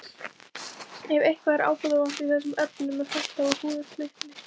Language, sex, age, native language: Icelandic, female, 20-29, Icelandic